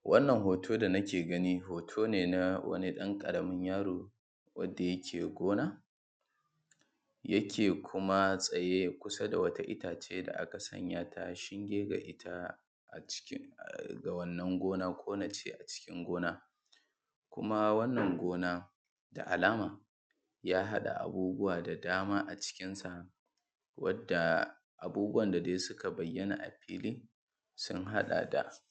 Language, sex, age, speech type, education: Hausa, male, 15-29, spontaneous, tertiary